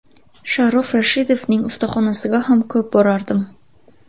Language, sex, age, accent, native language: Uzbek, female, 19-29, Buxoro, Uzbek